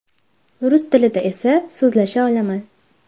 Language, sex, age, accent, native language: Uzbek, female, under 19, Farg'ona, Uzbek